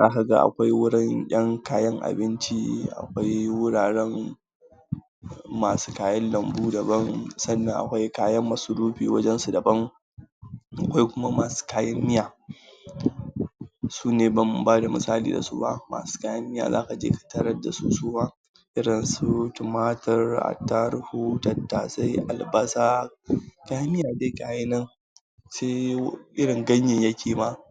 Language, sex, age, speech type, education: Hausa, male, 30-45, spontaneous, tertiary